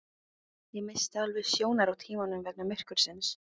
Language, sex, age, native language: Icelandic, female, 15, Icelandic